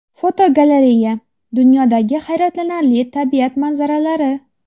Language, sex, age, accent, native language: Uzbek, female, 19-29, Jizzax, Uzbek